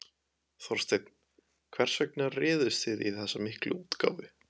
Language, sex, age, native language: Icelandic, male, 20-29, Icelandic